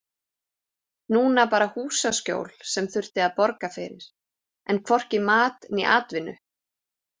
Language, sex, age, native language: Icelandic, female, 40-49, Icelandic